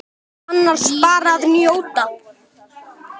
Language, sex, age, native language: Icelandic, male, 10, Icelandic